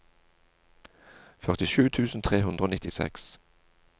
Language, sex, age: Norwegian, male, 40